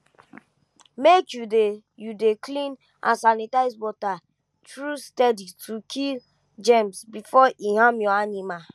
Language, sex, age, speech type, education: Nigerian Pidgin, female, 15-29, spontaneous, tertiary